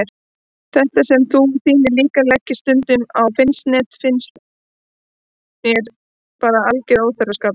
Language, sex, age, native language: Icelandic, female, 30-39, Icelandic